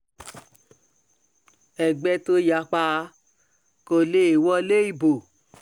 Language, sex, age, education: Yoruba, female, 30-45, tertiary